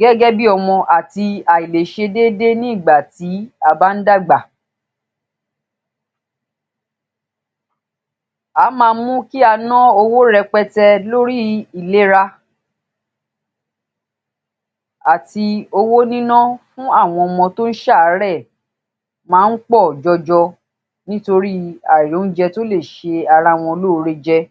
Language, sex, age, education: Yoruba, female, 30-45, tertiary